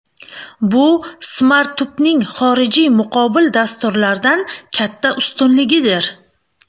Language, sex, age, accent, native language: Uzbek, female, 25-34, Buxoro, Uzbek